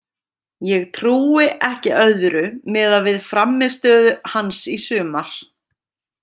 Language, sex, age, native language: Icelandic, female, 30-39, Icelandic